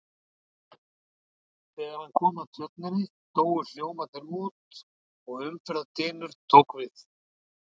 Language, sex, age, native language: Icelandic, male, 40-49, Icelandic